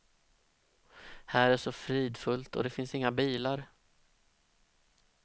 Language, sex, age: Swedish, male, 32